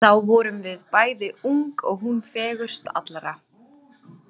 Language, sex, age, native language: Icelandic, female, 30-39, Icelandic